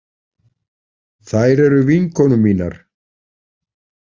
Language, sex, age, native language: Icelandic, male, 40-49, Icelandic